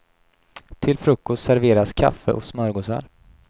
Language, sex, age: Swedish, male, 28